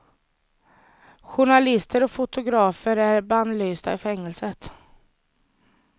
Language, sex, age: Swedish, female, 30